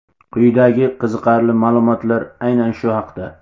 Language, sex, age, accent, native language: Uzbek, male, 35+, Navoiy, Uzbek